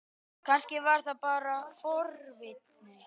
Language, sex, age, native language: Icelandic, female, 18-19, Icelandic